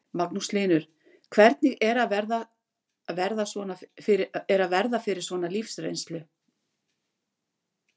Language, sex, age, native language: Icelandic, female, 60-69, Icelandic